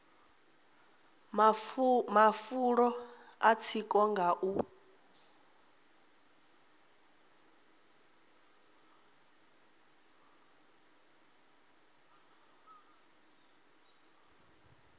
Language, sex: Venda, female